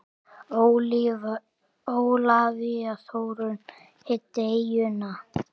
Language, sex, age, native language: Icelandic, male, 8, Icelandic